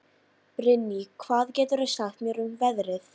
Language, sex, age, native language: Icelandic, female, 13, Icelandic